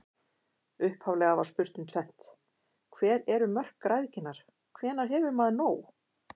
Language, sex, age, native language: Icelandic, female, 50-59, Icelandic